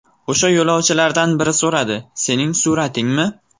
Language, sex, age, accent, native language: Uzbek, male, 18-24, Farg'ona, Uzbek